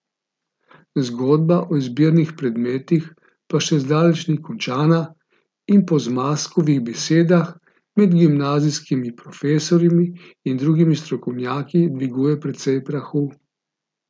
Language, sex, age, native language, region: Slovenian, male, 50-59, Slovenian, Gorica region